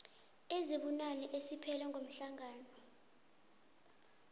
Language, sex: South Ndebele, female